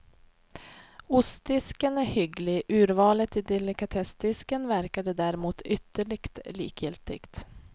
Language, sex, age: Swedish, female, 28